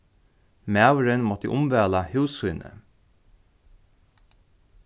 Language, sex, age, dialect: Faroese, male, 36-60, Norðurstreymoy/Eysturoy